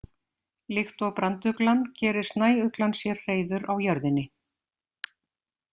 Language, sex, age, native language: Icelandic, female, 50-59, Icelandic